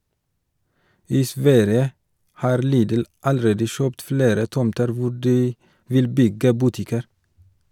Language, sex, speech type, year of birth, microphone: Norwegian, male, read, 1983, Shure